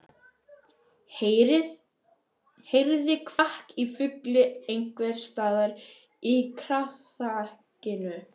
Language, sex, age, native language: Icelandic, female, 11, Icelandic